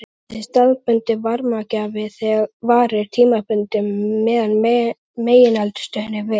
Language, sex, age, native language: Icelandic, male, 11, Icelandic